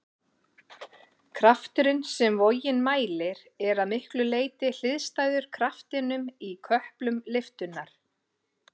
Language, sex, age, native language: Icelandic, female, 40-49, Icelandic